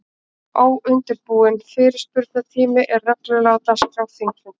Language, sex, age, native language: Icelandic, female, 18-19, Icelandic